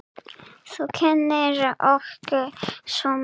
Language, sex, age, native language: Icelandic, female, 9, Serbo-Croatian